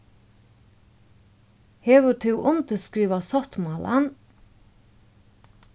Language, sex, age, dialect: Faroese, female, 36-60, Norðurstreymoy/Eysturoy